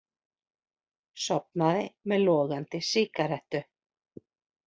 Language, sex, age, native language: Icelandic, female, 40-49, Icelandic